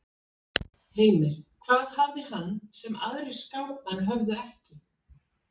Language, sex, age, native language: Icelandic, female, 40-49, Icelandic